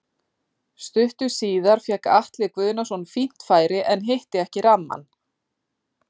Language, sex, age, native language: Icelandic, female, 40-49, Icelandic